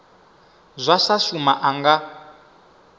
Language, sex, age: Venda, male, 25